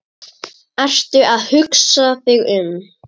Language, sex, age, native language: Icelandic, female, 10, Icelandic